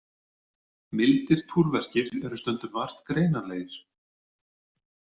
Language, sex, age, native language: Icelandic, male, 40-49, Icelandic